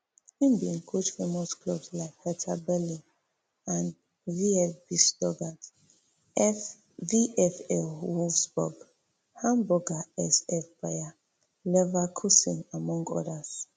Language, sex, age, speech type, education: Nigerian Pidgin, female, 30-45, spontaneous, tertiary